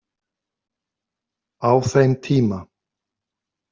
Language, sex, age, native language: Icelandic, male, 50-59, Icelandic